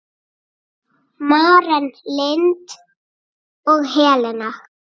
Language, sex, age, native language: Icelandic, female, 8, Icelandic